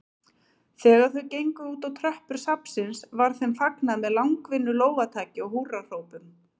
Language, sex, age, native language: Icelandic, female, 30-39, Icelandic